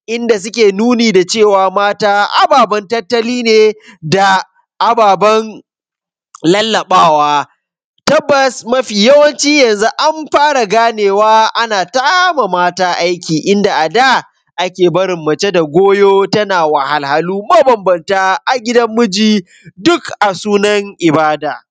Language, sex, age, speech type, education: Hausa, male, 15-29, spontaneous, secondary